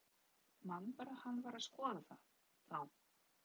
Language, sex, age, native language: Icelandic, female, 30-39, Polish